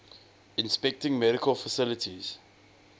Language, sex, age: English, male, 20